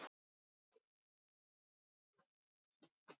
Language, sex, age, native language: Icelandic, male, 11, Icelandic